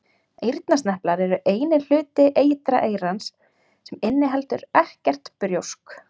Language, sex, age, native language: Icelandic, female, 30-39, Icelandic